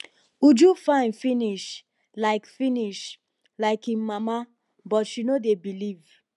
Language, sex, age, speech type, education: Nigerian Pidgin, female, 15-29, spontaneous, tertiary